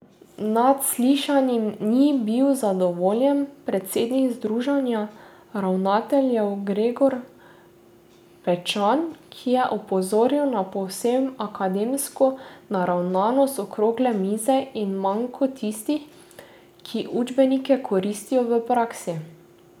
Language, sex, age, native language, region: Slovenian, female, 18-29, Slovenian, Drava region